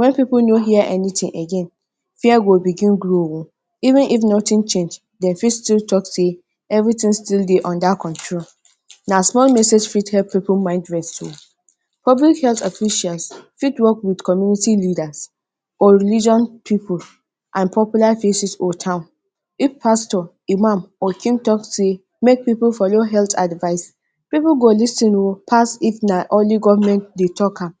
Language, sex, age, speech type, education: Nigerian Pidgin, female, 30-45, spontaneous, tertiary